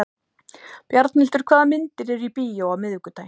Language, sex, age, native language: Icelandic, female, 30-39, Icelandic